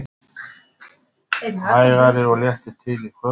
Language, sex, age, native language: Icelandic, male, 50-59, Icelandic